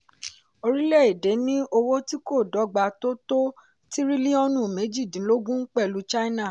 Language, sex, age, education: Yoruba, female, 15-29, tertiary